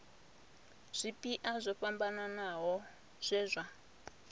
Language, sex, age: Venda, female, 26